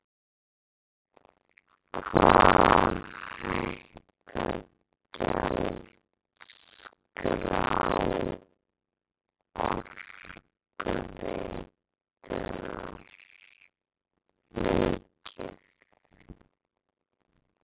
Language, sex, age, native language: Icelandic, female, 11, Icelandic